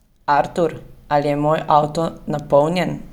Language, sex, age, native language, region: Slovenian, female, 30-49, Slovenian, Savinja region